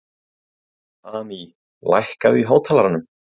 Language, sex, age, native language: Icelandic, male, 30-39, Icelandic